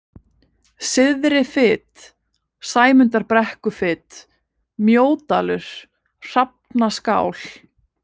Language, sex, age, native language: Icelandic, female, 20-29, Icelandic